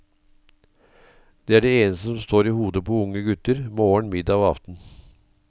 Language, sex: Norwegian, male